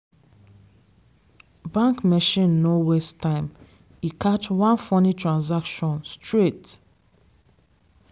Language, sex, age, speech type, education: Nigerian Pidgin, female, 15-29, spontaneous, secondary